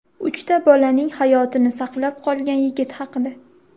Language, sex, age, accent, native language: Uzbek, female, 18-24, Surxondaryo, Uzbek